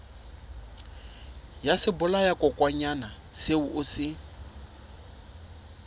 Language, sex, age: Southern Sotho, male, 26